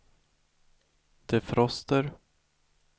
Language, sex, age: Swedish, male, 18